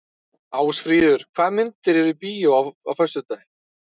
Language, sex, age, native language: Icelandic, male, 30-39, Icelandic